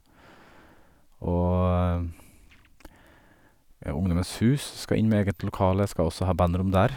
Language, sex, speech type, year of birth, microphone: Norwegian, male, spontaneous, 1979, Sennheiser